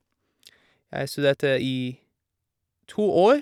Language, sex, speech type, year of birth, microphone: Norwegian, male, spontaneous, 1987, Shure